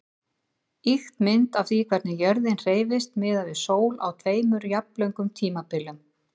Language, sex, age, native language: Icelandic, female, 50-59, Icelandic